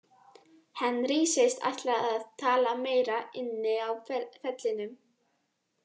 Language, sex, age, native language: Icelandic, female, 18-19, Icelandic